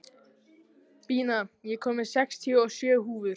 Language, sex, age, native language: Icelandic, male, 14, Icelandic